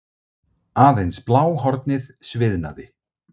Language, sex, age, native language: Icelandic, male, 30-39, Icelandic